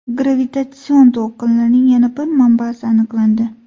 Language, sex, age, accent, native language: Uzbek, female, 18-24, Toshkent viloyati, Uzbek